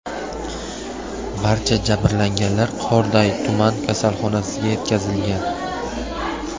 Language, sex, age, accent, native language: Uzbek, male, 18-24, Buxoro, Uzbek